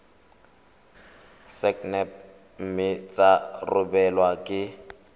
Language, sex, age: Tswana, male, 25